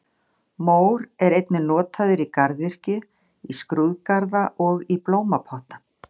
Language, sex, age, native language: Icelandic, female, 60-69, Icelandic